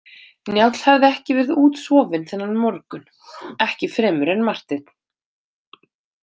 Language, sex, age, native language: Icelandic, female, 30-39, Icelandic